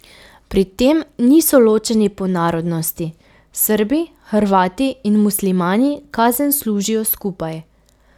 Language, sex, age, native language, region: Slovenian, female, 18-29, Slovenian, Pomurje region